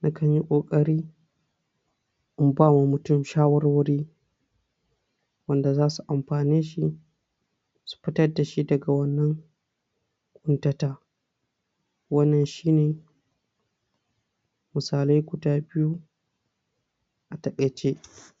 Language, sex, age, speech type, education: Hausa, male, 60+, spontaneous, tertiary